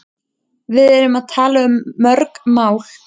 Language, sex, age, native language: Icelandic, female, 20-29, Icelandic